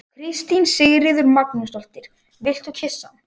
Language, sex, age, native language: Icelandic, male, 18-19, Icelandic